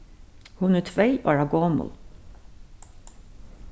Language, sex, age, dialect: Faroese, female, 61+, Suðurstreymoy